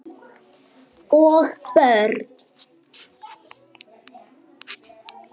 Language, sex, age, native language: Icelandic, female, 7, Icelandic